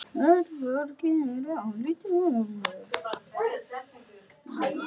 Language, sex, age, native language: Icelandic, male, 9, Icelandic